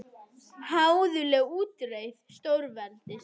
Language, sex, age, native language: Icelandic, female, 21, Icelandic